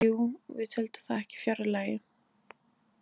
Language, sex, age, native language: Icelandic, female, 20-29, Icelandic